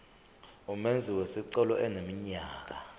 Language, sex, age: Zulu, male, 25